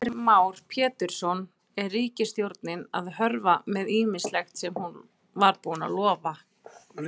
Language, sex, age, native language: Icelandic, female, 20-29, Icelandic